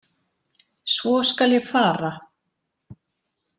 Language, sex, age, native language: Icelandic, female, 40-49, Icelandic